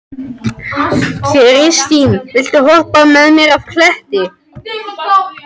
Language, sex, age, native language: Icelandic, other, 13, Icelandic